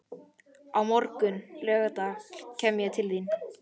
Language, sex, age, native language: Icelandic, male, 11, Icelandic